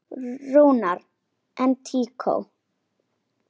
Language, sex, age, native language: Icelandic, female, 10, Icelandic